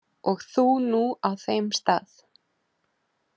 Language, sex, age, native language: Icelandic, female, 30-39, Icelandic